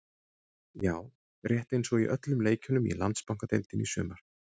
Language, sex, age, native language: Icelandic, male, 40-49, Icelandic